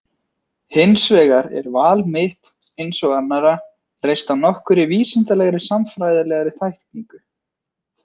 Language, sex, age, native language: Icelandic, male, 20-29, Icelandic